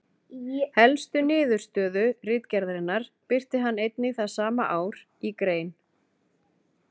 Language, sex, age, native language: Icelandic, female, 40-49, Icelandic